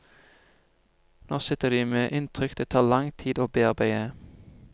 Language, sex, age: Norwegian, male, 25